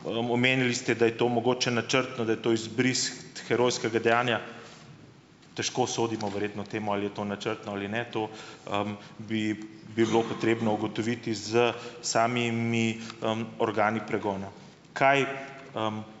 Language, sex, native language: Slovenian, male, Slovenian